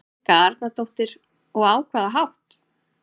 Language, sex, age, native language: Icelandic, female, 30-39, Icelandic